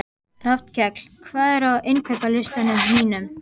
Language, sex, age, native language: Icelandic, male, 12, Icelandic